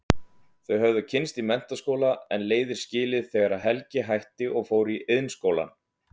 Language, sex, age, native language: Icelandic, male, 30-39, Icelandic